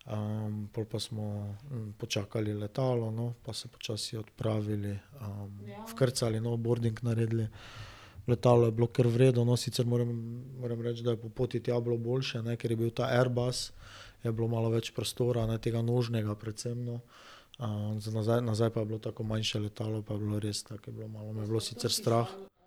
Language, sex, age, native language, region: Slovenian, male, 30-49, Slovenian, Drava region